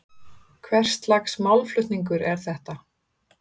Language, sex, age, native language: Icelandic, female, 30-39, Icelandic